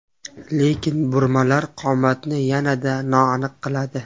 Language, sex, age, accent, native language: Uzbek, male, 25-34, Qashqadaryo, Uzbek